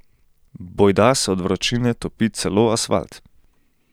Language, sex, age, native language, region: Slovenian, male, 18-29, Slovenian, Central Slovenia